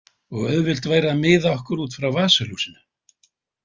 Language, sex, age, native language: Icelandic, male, 80-89, Icelandic